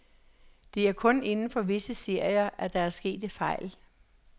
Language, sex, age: Danish, female, 66